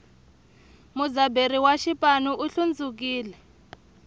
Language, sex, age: Tsonga, female, 23